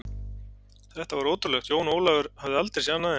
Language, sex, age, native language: Icelandic, male, 40-49, Icelandic